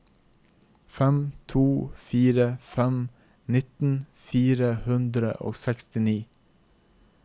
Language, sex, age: Norwegian, male, 24